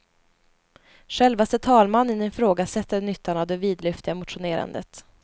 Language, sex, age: Swedish, female, 20